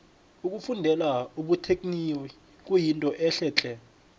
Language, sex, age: South Ndebele, male, 21